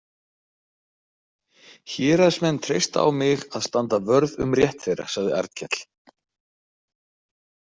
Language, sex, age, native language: Icelandic, male, 40-49, Icelandic